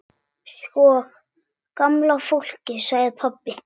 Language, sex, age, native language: Icelandic, male, 6, Icelandic